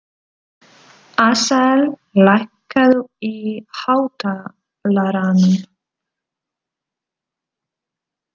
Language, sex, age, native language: Icelandic, female, 20-29, Polish